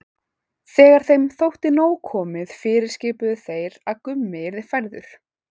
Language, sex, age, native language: Icelandic, female, 18-19, Icelandic